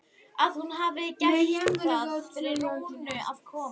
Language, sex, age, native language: Icelandic, female, 11, Icelandic